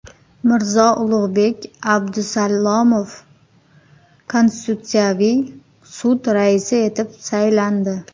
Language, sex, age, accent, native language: Uzbek, female, 30-39, Qoraqalpog'iston, Uzbek